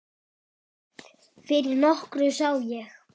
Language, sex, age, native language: Icelandic, male, 10, Icelandic